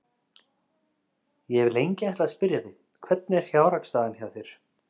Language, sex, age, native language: Icelandic, male, 30-39, Icelandic